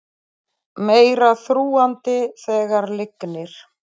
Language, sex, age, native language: Icelandic, female, 30-39, Icelandic